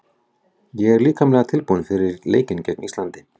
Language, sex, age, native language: Icelandic, male, 40-49, Icelandic